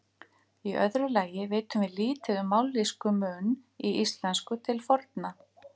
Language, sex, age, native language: Icelandic, female, 50-59, Icelandic